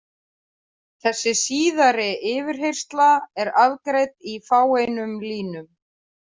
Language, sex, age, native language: Icelandic, female, 30-39, Icelandic